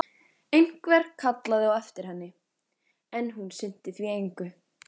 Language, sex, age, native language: Icelandic, female, 14, Icelandic